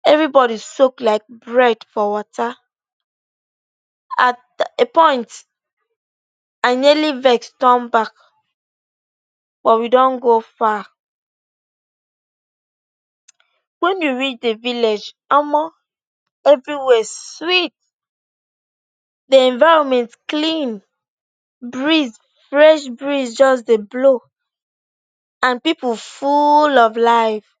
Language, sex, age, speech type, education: Nigerian Pidgin, female, 15-29, spontaneous, tertiary